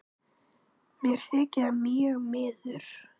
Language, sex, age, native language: Icelandic, female, 9, Icelandic